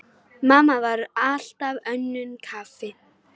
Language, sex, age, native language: Icelandic, female, 10, Icelandic